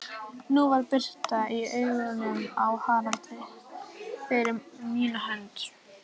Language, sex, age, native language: Icelandic, female, 14, Icelandic